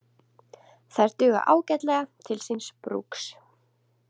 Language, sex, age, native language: Icelandic, female, 20-29, Icelandic